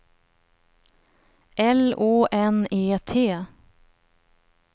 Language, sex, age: Swedish, female, 30